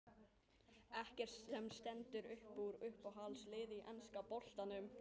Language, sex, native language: Icelandic, other, Chinese